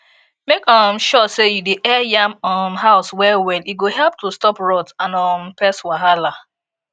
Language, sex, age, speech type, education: Nigerian Pidgin, female, 15-29, spontaneous, tertiary